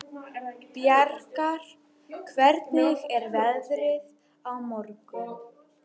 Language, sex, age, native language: Icelandic, female, 12, Icelandic